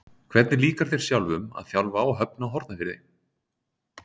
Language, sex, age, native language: Icelandic, male, 30-39, Icelandic